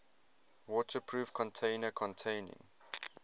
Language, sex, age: English, male, 21